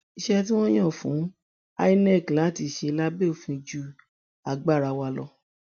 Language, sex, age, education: Yoruba, female, 60+, tertiary